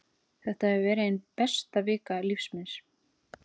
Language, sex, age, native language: Icelandic, female, 30-39, Icelandic